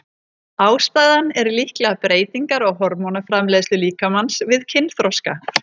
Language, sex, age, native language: Icelandic, female, 30-39, Icelandic